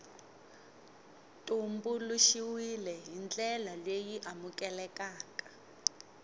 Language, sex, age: Tsonga, female, 22